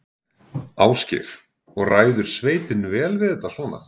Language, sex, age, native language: Icelandic, male, 40-49, Icelandic